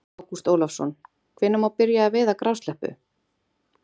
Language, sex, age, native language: Icelandic, female, 30-39, Icelandic